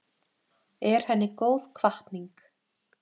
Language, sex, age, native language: Icelandic, female, 30-39, Icelandic